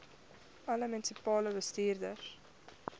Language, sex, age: Afrikaans, female, 21